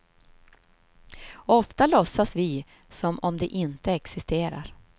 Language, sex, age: Swedish, female, 53